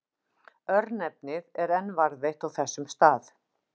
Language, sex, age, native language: Icelandic, female, 50-59, Icelandic